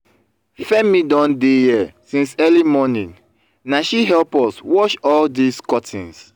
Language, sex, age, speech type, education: Nigerian Pidgin, male, 30-45, spontaneous, tertiary